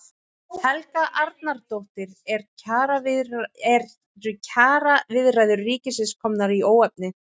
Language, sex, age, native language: Icelandic, female, 11, Icelandic